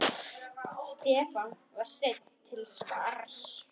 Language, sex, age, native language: Icelandic, female, 10, Icelandic